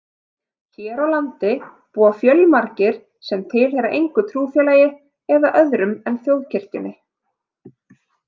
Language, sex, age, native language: Icelandic, female, 30-39, Icelandic